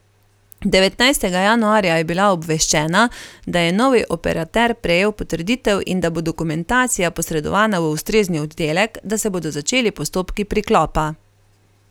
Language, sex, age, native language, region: Slovenian, female, 30-49, Slovenian, Carinthia region